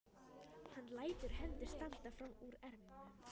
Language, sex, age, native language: Icelandic, female, 13, Icelandic